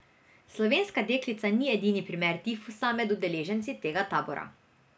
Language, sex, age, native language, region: Slovenian, female, 18-29, Slovenian, Drava region